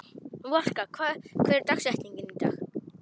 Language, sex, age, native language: Icelandic, male, 18-19, Polish